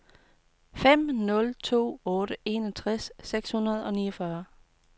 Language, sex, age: Danish, female, 29